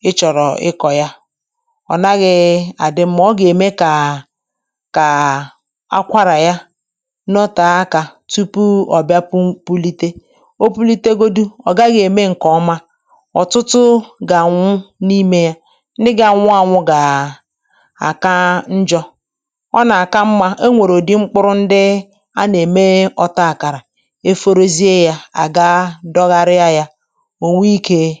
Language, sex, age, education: Igbo, female, 30-45, tertiary